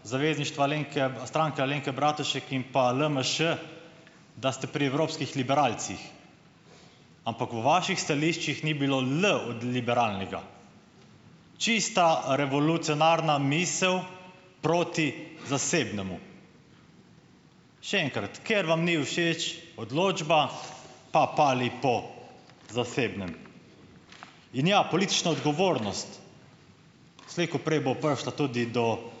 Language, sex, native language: Slovenian, male, Slovenian